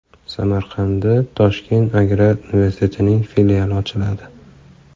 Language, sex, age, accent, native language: Uzbek, male, 25-34, Farg'ona, Uzbek